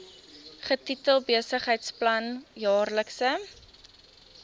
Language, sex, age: Afrikaans, female, 23